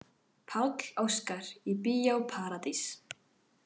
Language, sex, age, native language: Icelandic, female, 18-19, Icelandic